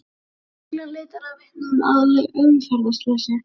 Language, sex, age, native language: Icelandic, male, 40-49, Icelandic